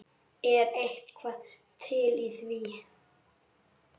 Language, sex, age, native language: Icelandic, male, 8, Icelandic